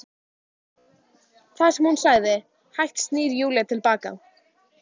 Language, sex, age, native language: Icelandic, female, 12, Icelandic